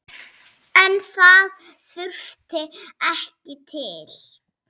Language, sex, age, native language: Icelandic, female, 6, Icelandic